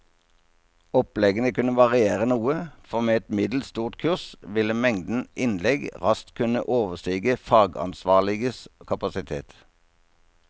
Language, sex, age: Norwegian, male, 57